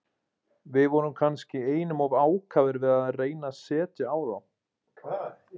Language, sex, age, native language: Icelandic, male, 20-29, Icelandic